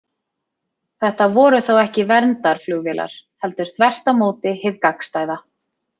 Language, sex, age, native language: Icelandic, female, 30-39, Icelandic